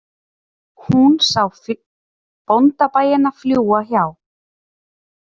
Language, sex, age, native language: Icelandic, female, 30-39, Icelandic